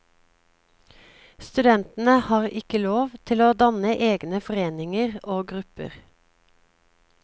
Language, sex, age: Norwegian, female, 36